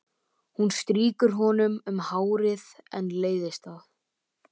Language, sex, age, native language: Icelandic, male, 12, Icelandic